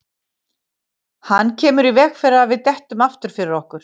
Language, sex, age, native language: Icelandic, female, 50-59, Icelandic